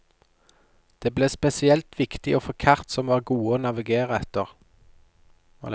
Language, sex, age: Norwegian, male, 29